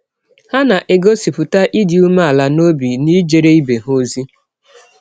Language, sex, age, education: Igbo, female, 30-45, tertiary